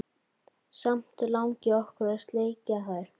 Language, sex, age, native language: Icelandic, female, 12, Icelandic